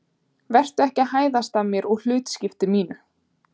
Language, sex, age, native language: Icelandic, female, 20-29, Icelandic